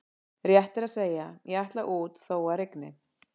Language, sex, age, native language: Icelandic, female, 40-49, Icelandic